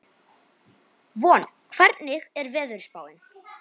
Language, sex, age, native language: Icelandic, male, 18-19, Polish